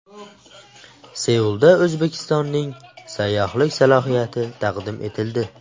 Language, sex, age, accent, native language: Uzbek, male, 18-24, Buxoro, Uzbek